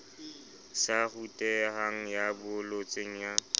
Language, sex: Southern Sotho, male